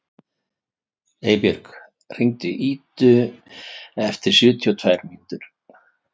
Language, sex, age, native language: Icelandic, male, 50-59, Icelandic